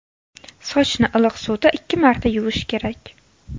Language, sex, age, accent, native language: Uzbek, female, 18-24, Xorazm, Uzbek